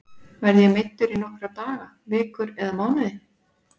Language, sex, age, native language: Icelandic, female, 40-49, Icelandic